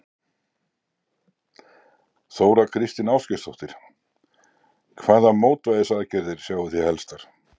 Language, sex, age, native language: Icelandic, male, 60-69, Icelandic